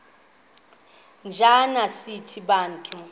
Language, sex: Xhosa, female